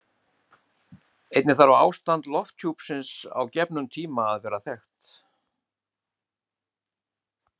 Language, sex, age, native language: Icelandic, male, 70-79, Icelandic